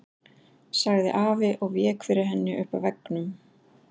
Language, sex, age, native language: Icelandic, female, 40-49, Icelandic